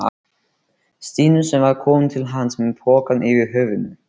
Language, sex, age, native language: Icelandic, male, 13, Icelandic